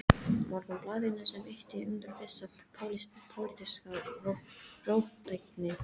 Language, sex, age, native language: Icelandic, female, 13, English